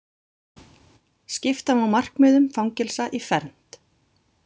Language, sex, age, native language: Icelandic, female, 40-49, Icelandic